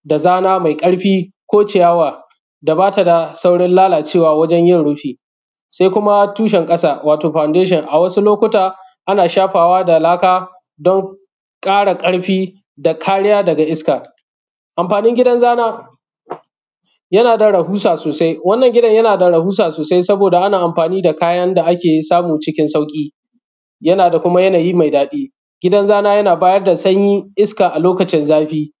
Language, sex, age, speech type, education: Hausa, male, 30-45, spontaneous, secondary